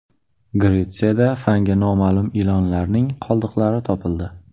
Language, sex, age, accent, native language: Uzbek, male, 18-24, Qashqadaryo, Uzbek